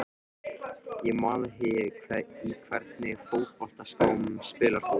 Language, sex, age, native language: Icelandic, male, 13, Icelandic